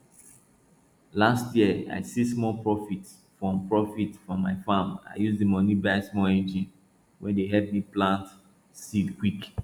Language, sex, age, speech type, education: Nigerian Pidgin, male, 30-45, spontaneous, tertiary